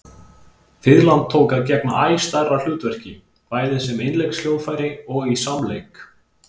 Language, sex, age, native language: Icelandic, male, 20-29, Icelandic